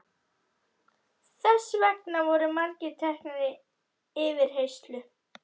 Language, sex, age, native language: Icelandic, female, 11, Icelandic